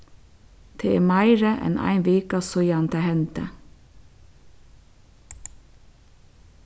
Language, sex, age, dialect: Faroese, female, 36-60, Suðurstreymoy